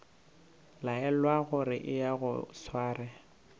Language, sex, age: Northern Sotho, male, 19